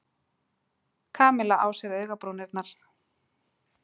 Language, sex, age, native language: Icelandic, female, 40-49, Icelandic